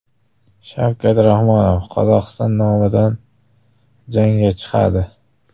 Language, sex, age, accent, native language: Uzbek, female, 25-34, Qashqadaryo, Uzbek